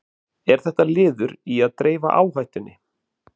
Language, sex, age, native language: Icelandic, male, 40-49, Icelandic